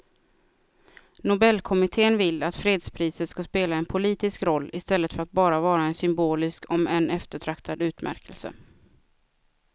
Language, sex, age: Swedish, female, 36